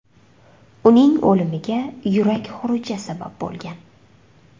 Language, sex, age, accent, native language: Uzbek, female, 25-34, Surxondaryo, Uzbek